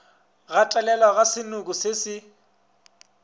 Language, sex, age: Northern Sotho, male, 24